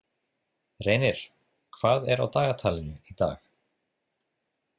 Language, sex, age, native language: Icelandic, male, 30-39, Icelandic